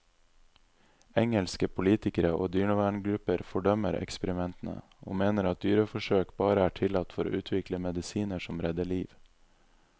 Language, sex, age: Norwegian, male, 26